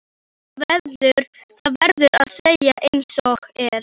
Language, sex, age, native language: Icelandic, female, 11, Icelandic